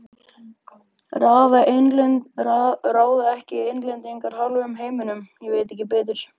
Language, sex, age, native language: Icelandic, male, 14, Icelandic